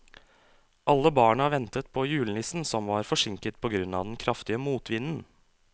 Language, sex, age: Norwegian, male, 27